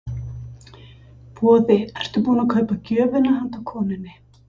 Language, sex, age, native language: Icelandic, female, 50-59, Icelandic